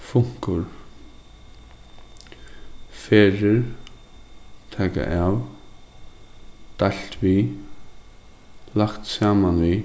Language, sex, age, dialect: Faroese, male, 15-35, Suðurstreymoy